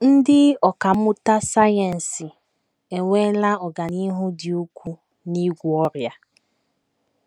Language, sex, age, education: Igbo, female, 15-29, tertiary